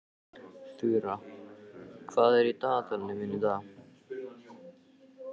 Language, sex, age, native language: Icelandic, male, 14, Icelandic